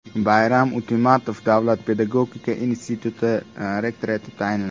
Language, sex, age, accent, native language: Uzbek, male, 19-29, Andijon, Uzbek